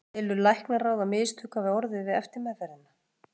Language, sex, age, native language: Icelandic, female, 40-49, Icelandic